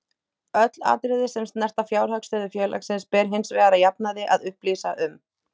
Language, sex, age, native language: Icelandic, female, 18-19, Icelandic